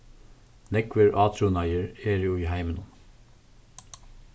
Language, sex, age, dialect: Faroese, male, 36-60, Suðurstreymoy